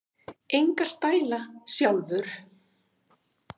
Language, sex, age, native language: Icelandic, female, 50-59, Icelandic